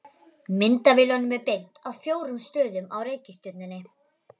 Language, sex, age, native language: Icelandic, female, 11, Icelandic